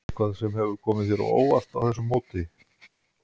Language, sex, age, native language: Icelandic, male, 50-59, Icelandic